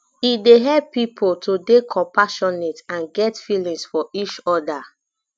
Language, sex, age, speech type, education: Nigerian Pidgin, female, 15-29, spontaneous, tertiary